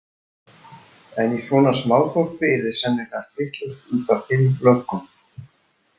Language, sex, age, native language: Icelandic, male, 60-69, Icelandic